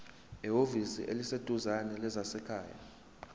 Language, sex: Zulu, male